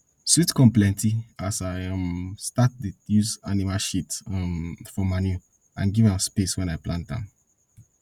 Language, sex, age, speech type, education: Nigerian Pidgin, male, 15-29, spontaneous, tertiary